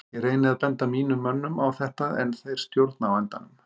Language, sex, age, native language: Icelandic, male, 50-59, Icelandic